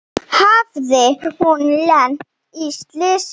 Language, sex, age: Icelandic, female, 7